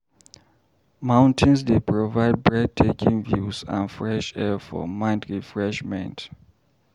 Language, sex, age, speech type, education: Nigerian Pidgin, male, 30-45, read, primary